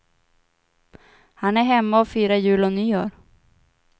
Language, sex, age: Swedish, female, 25